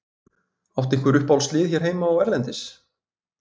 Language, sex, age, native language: Icelandic, male, 20-29, Icelandic